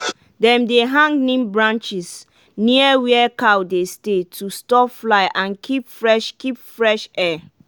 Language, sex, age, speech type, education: Nigerian Pidgin, female, 15-29, spontaneous, tertiary